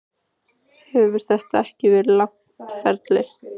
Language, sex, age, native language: Icelandic, female, 15, Icelandic